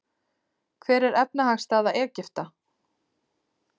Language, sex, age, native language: Icelandic, female, 30-39, Icelandic